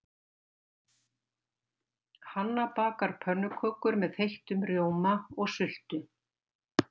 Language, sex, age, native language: Icelandic, female, 60-69, Icelandic